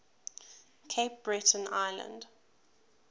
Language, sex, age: English, female, 20